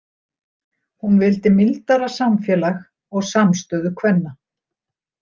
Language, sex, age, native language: Icelandic, female, 60-69, Icelandic